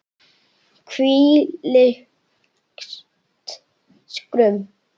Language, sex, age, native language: Icelandic, male, 9, Icelandic